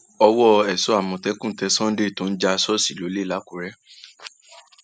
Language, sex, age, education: Yoruba, male, 15-29, tertiary